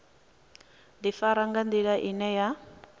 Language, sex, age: Venda, female, 26